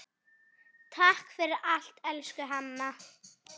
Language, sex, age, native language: Icelandic, female, 9, Icelandic